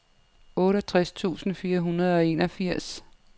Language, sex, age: Danish, female, 55